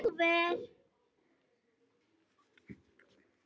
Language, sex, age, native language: Icelandic, female, 12, Icelandic